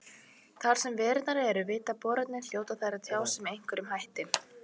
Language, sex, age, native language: Icelandic, female, 18-19, Icelandic